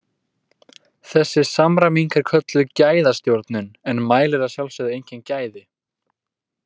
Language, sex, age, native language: Icelandic, male, 18-19, Icelandic